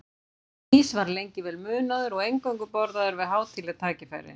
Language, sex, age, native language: Icelandic, female, 50-59, Icelandic